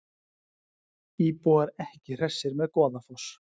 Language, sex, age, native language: Icelandic, male, 40-49, Icelandic